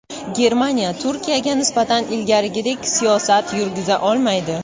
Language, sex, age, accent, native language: Uzbek, female, 19-29, Toshkent shahri, Uzbek